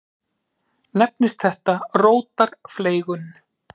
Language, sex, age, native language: Icelandic, male, 30-39, Icelandic